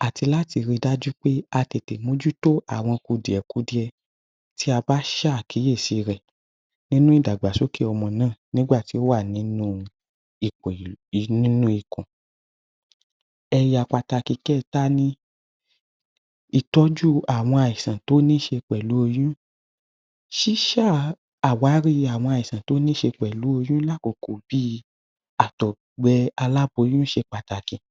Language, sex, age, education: Yoruba, male, 15-29, tertiary